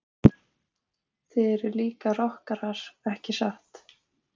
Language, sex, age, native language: Icelandic, other, 18-19, Icelandic